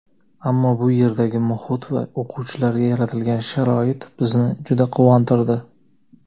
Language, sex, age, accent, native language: Uzbek, male, 25-34, Jizzax, Uzbek